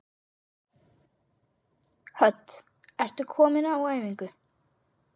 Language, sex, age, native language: Icelandic, male, 8, Icelandic